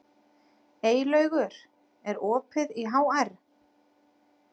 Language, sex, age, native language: Icelandic, female, 30-39, Icelandic